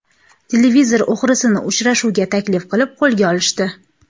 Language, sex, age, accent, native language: Uzbek, female, 18-24, Xorazm, Uzbek